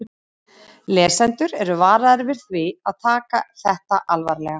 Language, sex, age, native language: Icelandic, female, 30-39, Icelandic